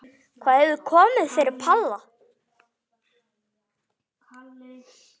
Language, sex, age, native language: Icelandic, male, 9, Icelandic